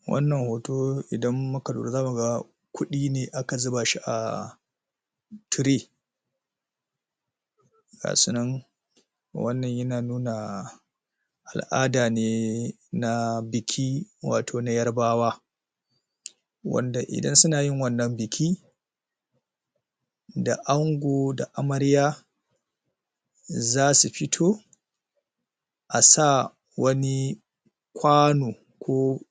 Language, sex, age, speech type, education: Hausa, male, 30-45, spontaneous, tertiary